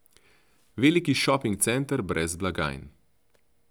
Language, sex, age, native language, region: Slovenian, male, 30-49, Slovenian, Central Slovenia